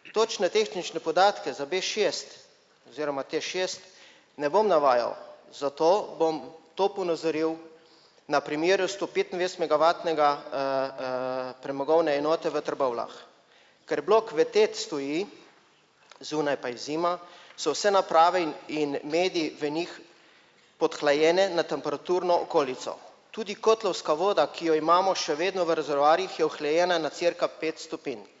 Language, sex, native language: Slovenian, male, Slovenian